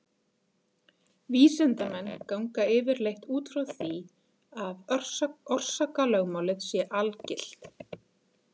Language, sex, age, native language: Icelandic, female, 40-49, Icelandic